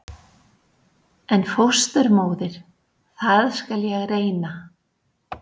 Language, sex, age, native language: Icelandic, female, 60-69, Icelandic